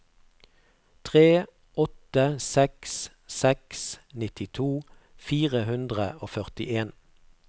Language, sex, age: Norwegian, male, 48